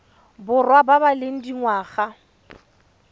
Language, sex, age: Tswana, female, 31